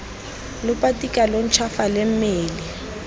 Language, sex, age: Tswana, female, 19